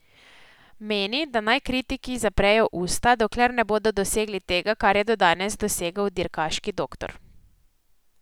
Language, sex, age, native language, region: Slovenian, female, 18-29, Slovenian, Posavska region